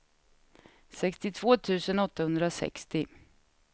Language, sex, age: Swedish, female, 36